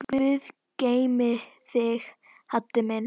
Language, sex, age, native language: Icelandic, female, 10, Icelandic